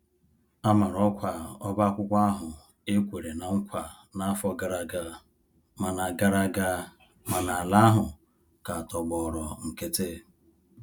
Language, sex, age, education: Igbo, male, 30-45, tertiary